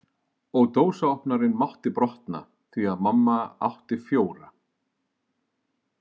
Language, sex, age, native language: Icelandic, male, 40-49, Icelandic